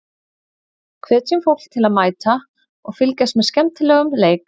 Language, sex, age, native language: Icelandic, female, 30-39, Icelandic